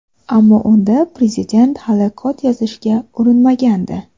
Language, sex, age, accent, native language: Uzbek, female, 25-34, Samarqand, Uzbek